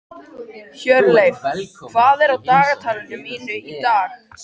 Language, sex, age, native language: Icelandic, male, 13, Icelandic